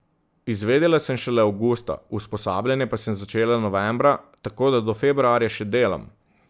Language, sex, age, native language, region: Slovenian, male, 30-49, Slovenian, Southeast Slovenia